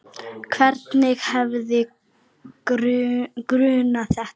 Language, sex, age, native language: Icelandic, female, 9, Icelandic